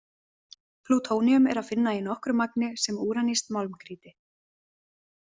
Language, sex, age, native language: Icelandic, female, 20-29, Icelandic